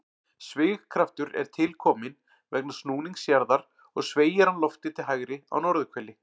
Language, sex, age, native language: Icelandic, male, 40-49, Icelandic